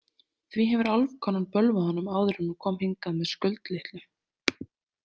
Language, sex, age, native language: Icelandic, female, 30-39, Icelandic